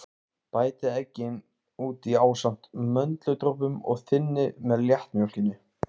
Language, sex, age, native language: Icelandic, male, 15, Icelandic